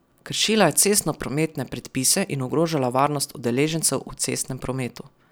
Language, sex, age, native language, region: Slovenian, male, 12-17, Slovenian, Savinja region